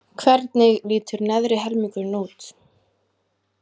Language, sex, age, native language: Icelandic, female, 20-29, Icelandic